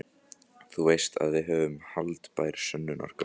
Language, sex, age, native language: Icelandic, other, 14, Icelandic